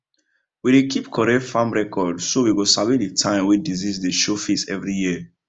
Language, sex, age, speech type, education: Nigerian Pidgin, male, 15-29, spontaneous, tertiary